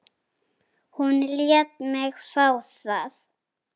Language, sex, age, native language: Icelandic, female, 10, Icelandic